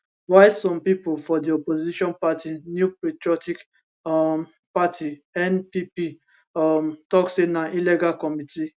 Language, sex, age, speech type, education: Nigerian Pidgin, male, 15-29, spontaneous, tertiary